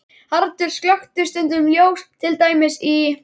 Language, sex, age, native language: Icelandic, male, 11, Icelandic